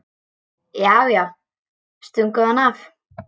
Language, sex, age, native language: Icelandic, female, 10, Icelandic